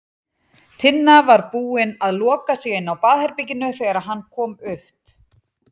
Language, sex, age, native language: Icelandic, female, 40-49, Icelandic